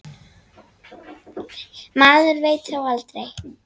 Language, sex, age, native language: Icelandic, female, 7, Icelandic